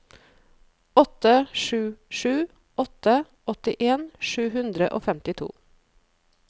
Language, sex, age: Norwegian, female, 37